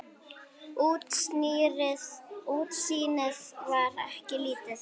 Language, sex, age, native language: Icelandic, female, 9, Icelandic